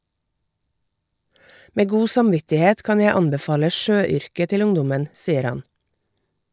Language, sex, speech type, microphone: Norwegian, female, read, Shure